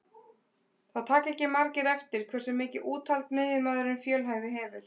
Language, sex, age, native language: Icelandic, female, 20-29, Icelandic